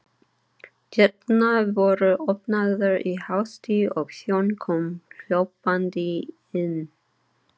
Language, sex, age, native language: Icelandic, female, 30-39, Icelandic